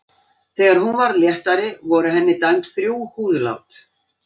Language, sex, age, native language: Icelandic, female, 60-69, Icelandic